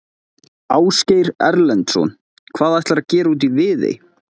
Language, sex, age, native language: Icelandic, male, 20-29, Icelandic